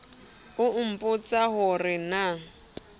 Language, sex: Southern Sotho, female